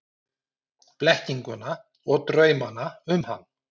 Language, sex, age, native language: Icelandic, male, 30-39, Icelandic